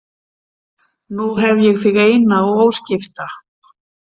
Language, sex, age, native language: Icelandic, female, 50-59, Icelandic